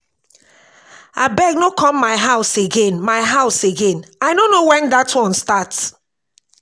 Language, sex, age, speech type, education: Nigerian Pidgin, female, 46-60, spontaneous, tertiary